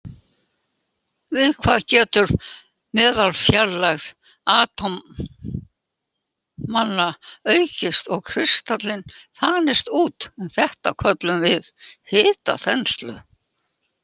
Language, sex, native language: Icelandic, female, Icelandic